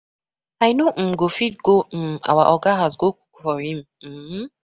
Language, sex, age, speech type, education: Nigerian Pidgin, female, 15-29, spontaneous, tertiary